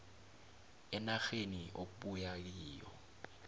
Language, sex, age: South Ndebele, male, 21